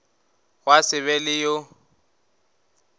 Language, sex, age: Northern Sotho, male, 19